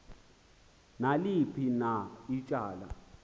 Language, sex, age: Xhosa, male, 20